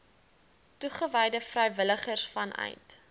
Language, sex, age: Afrikaans, female, 20